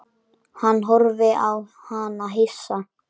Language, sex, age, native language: Icelandic, male, 10, Icelandic